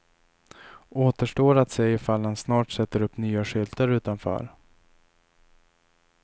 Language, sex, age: Swedish, male, 27